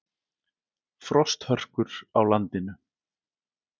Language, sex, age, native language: Icelandic, male, 40-49, Icelandic